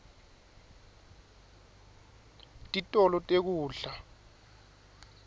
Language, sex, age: Swati, male, 23